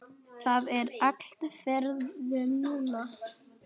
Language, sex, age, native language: Icelandic, male, 10, Icelandic